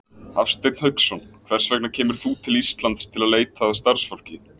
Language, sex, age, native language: Icelandic, male, 20-29, Icelandic